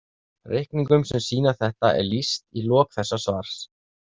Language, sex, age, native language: Icelandic, male, 30-39, Icelandic